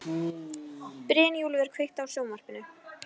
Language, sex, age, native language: Icelandic, female, 18-19, Icelandic